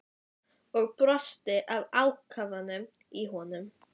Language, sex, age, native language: Icelandic, female, 11, Icelandic